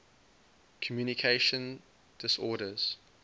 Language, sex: English, male